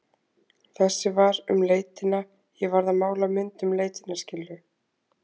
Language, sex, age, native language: Icelandic, female, 20-29, Icelandic